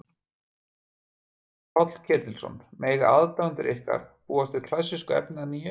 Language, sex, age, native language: Icelandic, male, 50-59, Icelandic